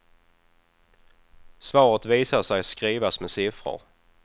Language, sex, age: Swedish, male, 28